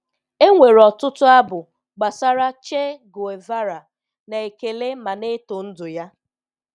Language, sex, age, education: Igbo, female, 15-29, tertiary